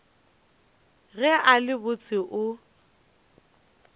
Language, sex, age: Northern Sotho, female, 29